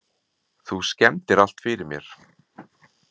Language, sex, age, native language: Icelandic, male, 40-49, Icelandic